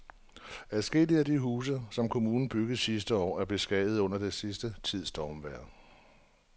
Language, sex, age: Danish, male, 47